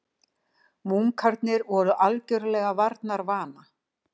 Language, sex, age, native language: Icelandic, female, 60-69, Icelandic